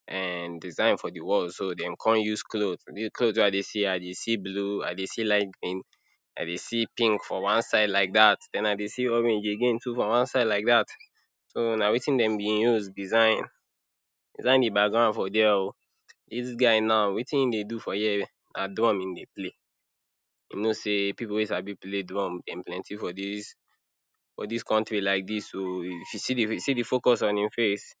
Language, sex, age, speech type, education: Nigerian Pidgin, male, 30-45, spontaneous, tertiary